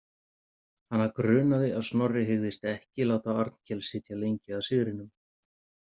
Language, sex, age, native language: Icelandic, male, 50-59, Icelandic